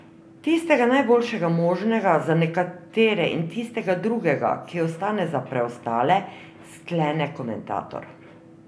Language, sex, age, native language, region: Slovenian, female, 50-59, Slovenian, Drava region